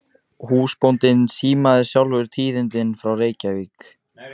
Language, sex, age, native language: Icelandic, male, 15, Icelandic